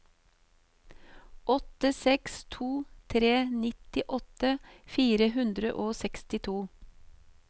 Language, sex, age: Norwegian, female, 38